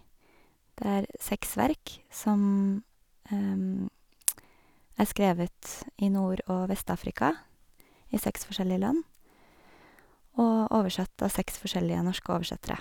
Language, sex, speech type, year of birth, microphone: Norwegian, female, spontaneous, 1982, Sennheiser